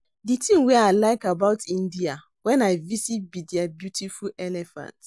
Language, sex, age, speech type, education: Nigerian Pidgin, female, 30-45, read, secondary